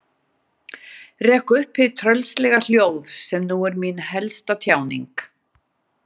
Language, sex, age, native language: Icelandic, female, 60-69, Icelandic